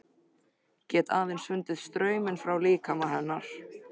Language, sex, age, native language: Icelandic, male, 13, Icelandic